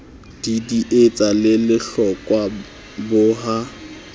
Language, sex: Southern Sotho, male